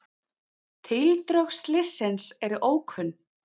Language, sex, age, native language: Icelandic, female, 30-39, Icelandic